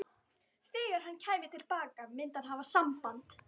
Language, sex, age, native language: Icelandic, female, 12, Icelandic